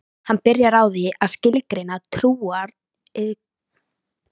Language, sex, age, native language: Icelandic, female, 13, Icelandic